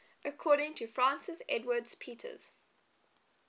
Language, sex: English, female